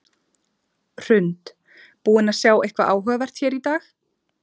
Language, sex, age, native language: Icelandic, female, 30-39, Icelandic